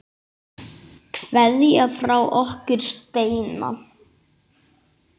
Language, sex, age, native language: Icelandic, male, 8, Icelandic